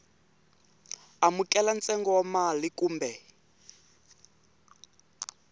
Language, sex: Tsonga, male